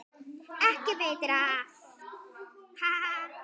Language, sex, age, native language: Icelandic, female, 10, Icelandic